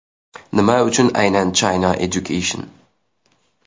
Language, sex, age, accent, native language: Uzbek, male, 19-29, Xorazm, Uzbek